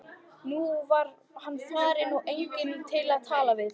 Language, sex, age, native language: Icelandic, female, 14, Icelandic